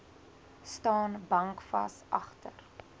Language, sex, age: Afrikaans, female, 20